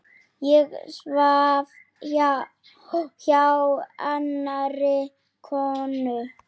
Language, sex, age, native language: Icelandic, male, 9, Icelandic